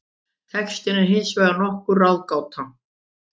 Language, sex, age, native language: Icelandic, female, 50-59, Icelandic